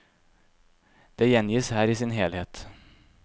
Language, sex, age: Norwegian, male, 26